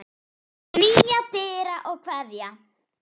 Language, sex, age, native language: Icelandic, female, 9, Icelandic